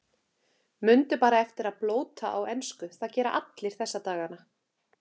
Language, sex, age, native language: Icelandic, female, 30-39, Icelandic